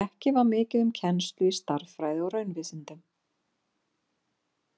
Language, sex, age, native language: Icelandic, female, 50-59, Icelandic